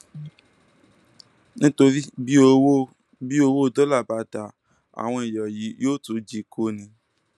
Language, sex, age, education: Yoruba, male, 15-29, tertiary